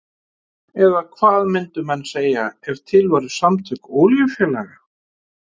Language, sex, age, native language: Icelandic, male, 50-59, Icelandic